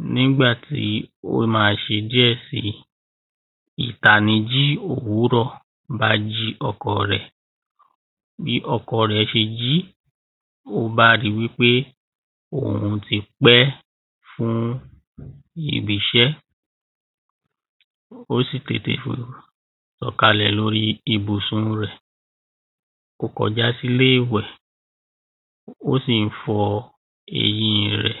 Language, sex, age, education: Yoruba, female, 15-29, tertiary